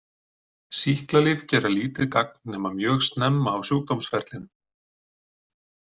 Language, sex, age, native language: Icelandic, male, 40-49, Icelandic